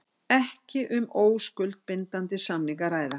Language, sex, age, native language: Icelandic, female, 60-69, Icelandic